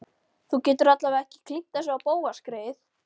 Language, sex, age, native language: Icelandic, female, 13, Icelandic